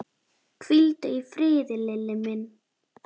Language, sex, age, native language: Icelandic, female, 8, Icelandic